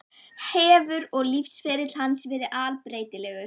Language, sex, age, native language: Icelandic, female, 11, Icelandic